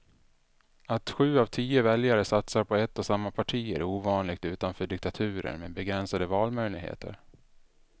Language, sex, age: Swedish, male, 33